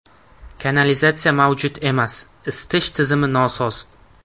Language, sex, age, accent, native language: Uzbek, male, 18-24, Navoiy, Uzbek